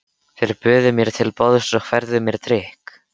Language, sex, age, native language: Icelandic, male, 13, Icelandic